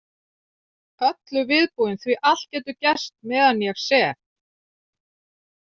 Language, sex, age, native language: Icelandic, female, 40-49, Icelandic